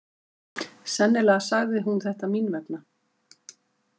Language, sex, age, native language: Icelandic, female, 50-59, Icelandic